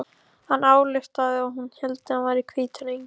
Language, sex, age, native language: Icelandic, male, 14, Icelandic